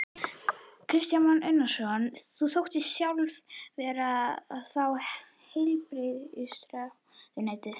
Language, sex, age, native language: Icelandic, female, 11, Icelandic